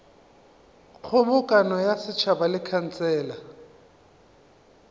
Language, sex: Northern Sotho, male